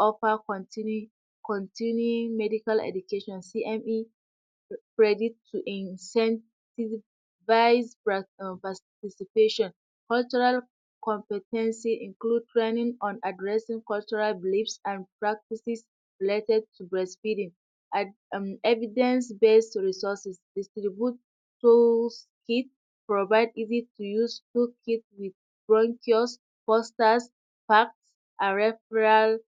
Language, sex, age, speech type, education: Hausa, female, 46-60, spontaneous, tertiary